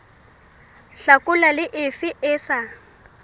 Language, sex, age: Southern Sotho, female, 18